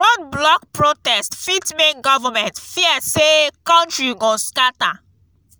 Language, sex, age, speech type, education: Nigerian Pidgin, female, 15-29, spontaneous, tertiary